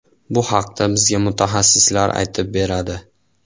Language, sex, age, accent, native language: Uzbek, male, 18-24, Andijon, Uzbek